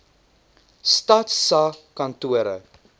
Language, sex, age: Afrikaans, male, 19